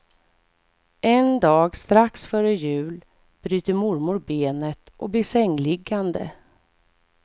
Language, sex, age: Swedish, female, 44